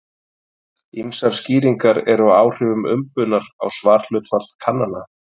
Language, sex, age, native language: Icelandic, male, 30-39, Icelandic